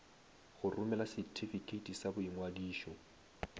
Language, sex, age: Northern Sotho, male, 19